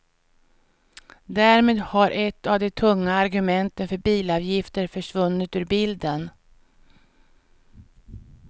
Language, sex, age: Swedish, female, 49